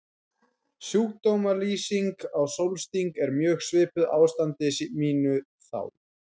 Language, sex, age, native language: Icelandic, female, 12, Icelandic